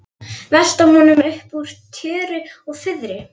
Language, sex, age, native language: Icelandic, female, 11, Icelandic